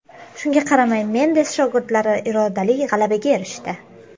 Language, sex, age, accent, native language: Uzbek, female, 25-34, Toshkent shahri, Uzbek